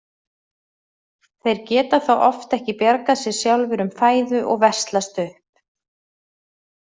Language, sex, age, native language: Icelandic, female, 30-39, Icelandic